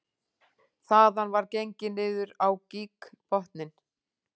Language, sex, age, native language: Icelandic, female, 40-49, Icelandic